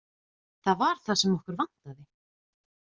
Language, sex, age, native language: Icelandic, female, 20-29, Icelandic